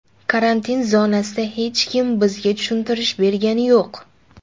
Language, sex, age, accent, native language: Uzbek, female, under 19, Jizzax, Uzbek